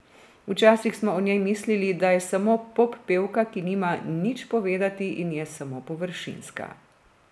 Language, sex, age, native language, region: Slovenian, female, 30-49, Slovenian, Drava region